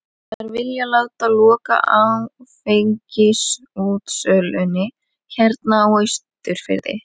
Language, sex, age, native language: Icelandic, female, 11, Icelandic